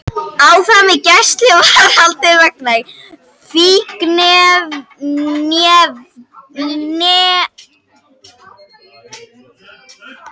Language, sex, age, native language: Icelandic, female, 50-59, Icelandic